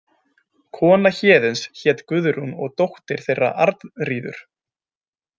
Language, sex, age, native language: Icelandic, male, 20-29, Icelandic